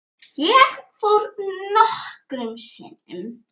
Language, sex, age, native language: Icelandic, male, 9, Icelandic